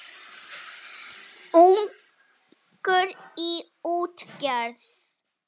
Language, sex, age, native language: Icelandic, male, 7, Icelandic